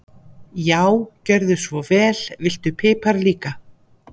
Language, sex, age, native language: Icelandic, female, 50-59, Icelandic